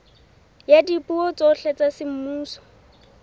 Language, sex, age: Southern Sotho, female, 18